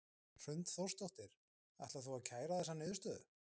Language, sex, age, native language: Icelandic, male, 20-29, Icelandic